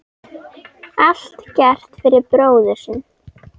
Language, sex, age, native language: Icelandic, female, 10, Icelandic